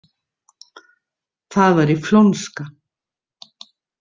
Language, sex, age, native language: Icelandic, female, 60-69, Icelandic